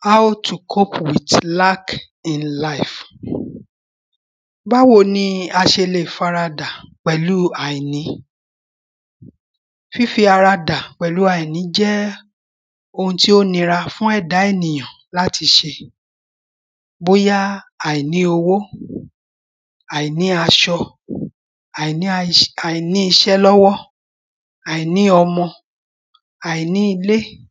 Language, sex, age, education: Yoruba, female, 46-60, primary